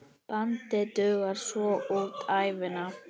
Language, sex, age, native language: Icelandic, female, 10, Icelandic